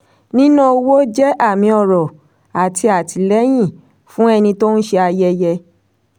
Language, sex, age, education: Yoruba, female, 30-45, tertiary